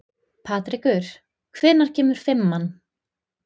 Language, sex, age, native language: Icelandic, female, 20-29, Icelandic